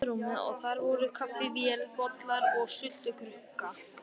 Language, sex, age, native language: Icelandic, male, 18-19, Icelandic